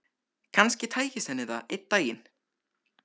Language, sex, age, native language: Icelandic, male, 13, Icelandic